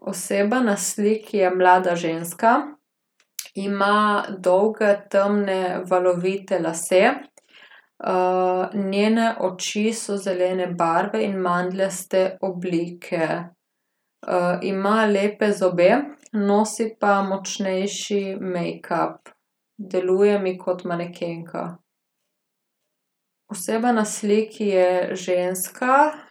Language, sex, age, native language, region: Slovenian, female, 18-29, Slovenian, Gorica region